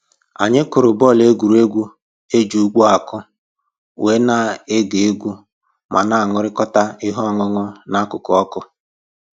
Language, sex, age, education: Igbo, male, 15-29, tertiary